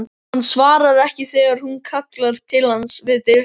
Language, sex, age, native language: Icelandic, male, 13, Icelandic